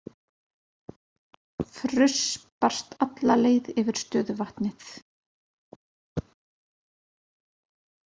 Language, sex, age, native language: Icelandic, female, 50-59, Icelandic